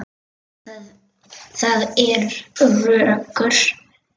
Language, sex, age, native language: Icelandic, female, 8, Icelandic